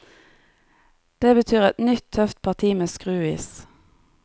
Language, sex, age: Norwegian, female, 30